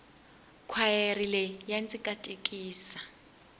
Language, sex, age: Tsonga, female, 20